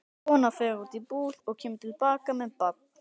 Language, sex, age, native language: Icelandic, male, 18-19, Icelandic